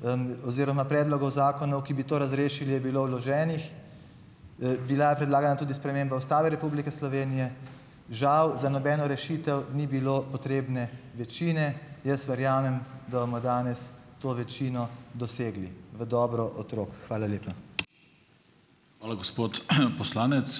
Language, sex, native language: Slovenian, male, Slovenian